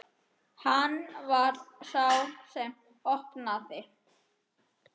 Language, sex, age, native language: Icelandic, male, 10, Icelandic